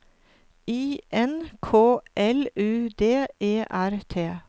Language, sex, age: Norwegian, female, 49